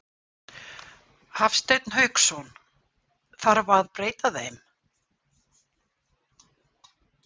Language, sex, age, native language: Icelandic, female, 60-69, Icelandic